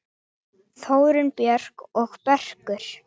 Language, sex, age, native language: Icelandic, female, 9, Icelandic